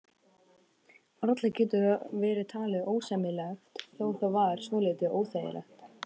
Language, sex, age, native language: Icelandic, male, 12, Icelandic